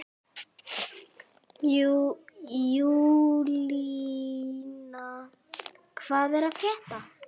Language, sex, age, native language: Icelandic, other, 11, Icelandic